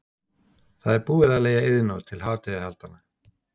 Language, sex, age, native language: Icelandic, male, 60-69, Icelandic